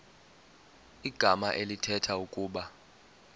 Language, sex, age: Xhosa, male, 24